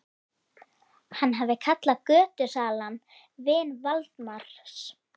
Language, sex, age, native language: Icelandic, female, 11, Icelandic